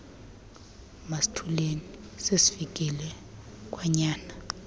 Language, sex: Xhosa, female